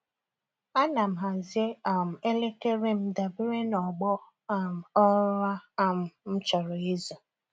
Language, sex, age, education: Igbo, female, 30-45, tertiary